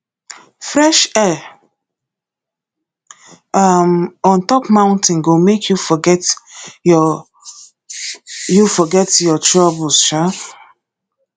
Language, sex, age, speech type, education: Nigerian Pidgin, female, 30-45, spontaneous, tertiary